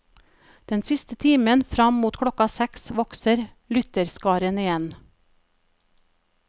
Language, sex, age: Norwegian, female, 37